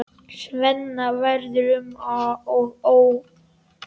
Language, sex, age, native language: Icelandic, male, 10, Icelandic